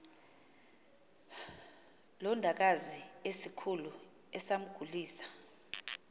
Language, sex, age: Xhosa, female, 38